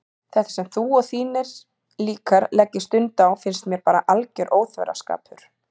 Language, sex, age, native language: Icelandic, female, 30-39, Icelandic